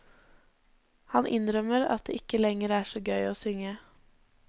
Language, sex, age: Norwegian, female, 20